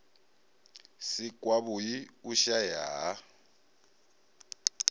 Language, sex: Venda, male